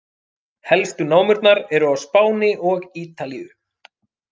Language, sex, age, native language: Icelandic, male, 30-39, Icelandic